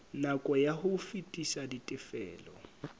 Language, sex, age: Southern Sotho, male, 25